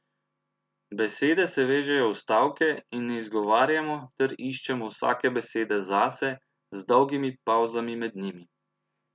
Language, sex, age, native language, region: Slovenian, male, 30-49, Slovenian, Central Slovenia